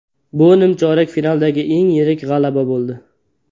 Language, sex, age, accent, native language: Uzbek, male, 18-24, Qashqadaryo, Uzbek